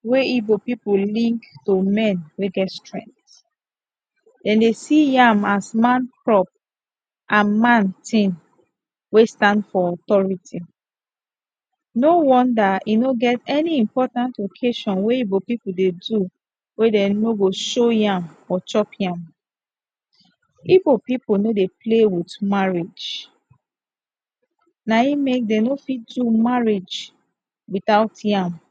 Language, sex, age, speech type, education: Nigerian Pidgin, female, 15-29, spontaneous, tertiary